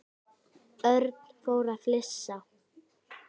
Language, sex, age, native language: Icelandic, female, 10, Icelandic